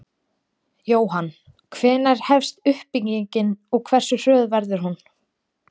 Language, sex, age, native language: Icelandic, female, 20-29, Icelandic